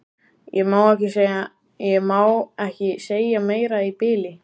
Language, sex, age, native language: Icelandic, male, 14, Icelandic